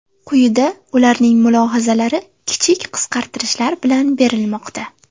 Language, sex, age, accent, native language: Uzbek, female, under 19, Sirdaryo, Uzbek